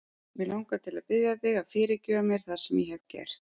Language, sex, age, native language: Icelandic, female, 40-49, Icelandic